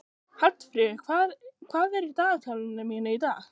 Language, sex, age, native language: Icelandic, other, 15, Icelandic